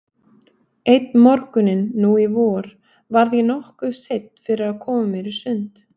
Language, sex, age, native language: Icelandic, female, 30-39, Icelandic